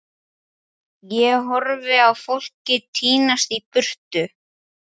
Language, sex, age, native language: Icelandic, male, 11, Icelandic